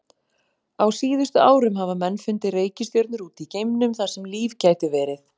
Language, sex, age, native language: Icelandic, female, 40-49, Icelandic